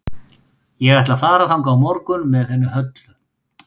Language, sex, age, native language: Icelandic, female, 8, Icelandic